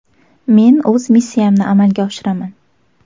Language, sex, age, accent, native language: Uzbek, female, 19-29, Navoiy, Uzbek